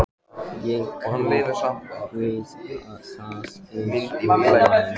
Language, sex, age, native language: Icelandic, male, 14, Icelandic